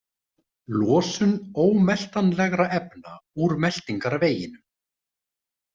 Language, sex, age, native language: Icelandic, male, 30-39, Icelandic